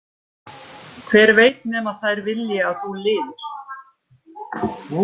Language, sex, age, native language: Icelandic, female, 50-59, Icelandic